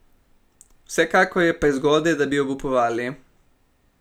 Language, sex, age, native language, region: Slovenian, male, 18-29, Slovenian, Primorsko-notranjska region